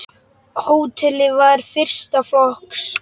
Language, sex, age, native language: Icelandic, male, 10, Icelandic